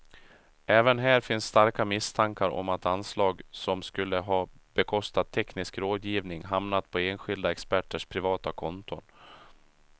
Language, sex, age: Swedish, male, 37